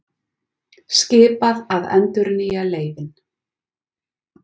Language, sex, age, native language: Icelandic, female, 40-49, Icelandic